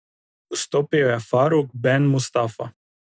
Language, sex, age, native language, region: Slovenian, male, 18-29, Slovenian, Drava region